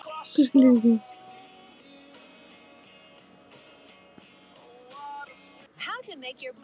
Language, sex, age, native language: Icelandic, male, 16, Icelandic